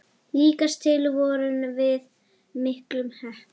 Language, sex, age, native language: Icelandic, female, 11, Icelandic